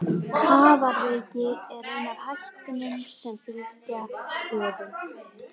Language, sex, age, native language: Icelandic, female, 18-19, Icelandic